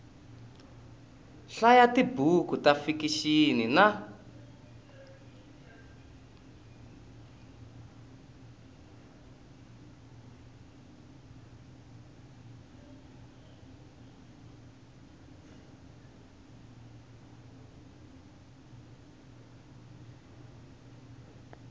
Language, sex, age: Tsonga, male, 20